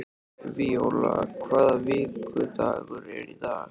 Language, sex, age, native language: Icelandic, male, 13, Icelandic